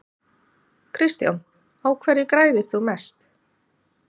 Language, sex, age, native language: Icelandic, female, 30-39, Icelandic